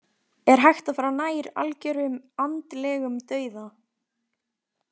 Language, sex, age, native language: Icelandic, female, 20-29, Icelandic